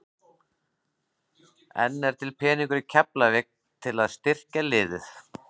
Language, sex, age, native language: Icelandic, male, 40-49, Icelandic